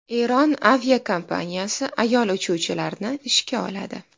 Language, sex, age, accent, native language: Uzbek, female, 19-29, Farg'ona, Uzbek